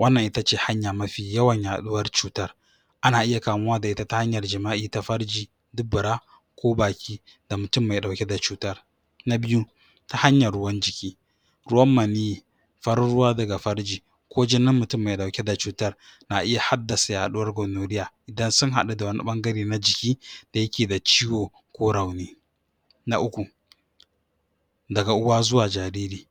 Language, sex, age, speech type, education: Hausa, male, 46-60, spontaneous, tertiary